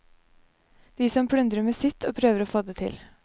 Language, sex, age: Norwegian, female, 23